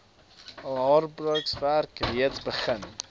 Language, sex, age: Afrikaans, male, 20